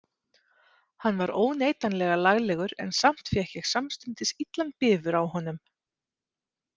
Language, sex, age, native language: Icelandic, female, 30-39, Icelandic